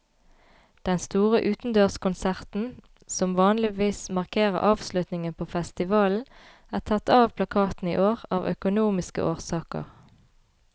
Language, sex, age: Norwegian, female, 33